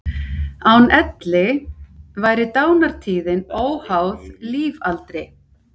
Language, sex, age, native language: Icelandic, female, 50-59, Icelandic